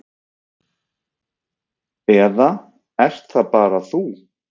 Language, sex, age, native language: Icelandic, male, 30-39, Icelandic